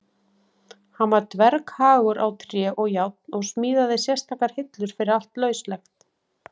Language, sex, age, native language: Icelandic, female, 40-49, Icelandic